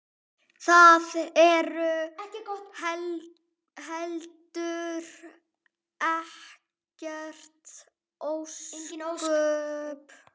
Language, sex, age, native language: Icelandic, female, 9, Icelandic